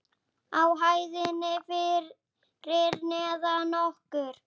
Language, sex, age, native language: Icelandic, female, 8, Icelandic